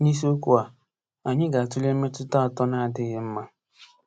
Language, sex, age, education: Igbo, male, 15-29, tertiary